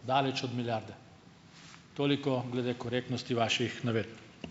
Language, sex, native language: Slovenian, male, Slovenian